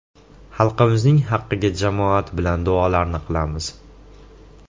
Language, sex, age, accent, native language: Uzbek, male, 18-24, Andijon, Uzbek